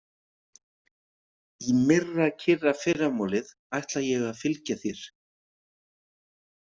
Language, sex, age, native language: Icelandic, male, 50-59, Icelandic